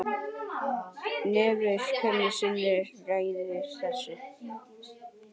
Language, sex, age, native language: Icelandic, male, 10, Icelandic